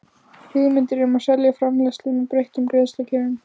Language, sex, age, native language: Icelandic, female, 15, Icelandic